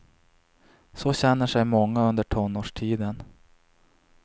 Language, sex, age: Swedish, male, 26